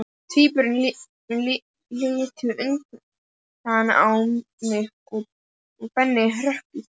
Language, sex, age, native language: Icelandic, male, 11, Icelandic